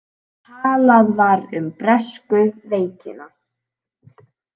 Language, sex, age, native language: Icelandic, female, 18-19, Icelandic